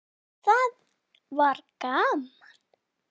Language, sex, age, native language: Icelandic, female, 8, Icelandic